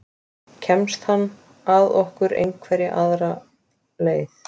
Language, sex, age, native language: Icelandic, female, 20-29, Icelandic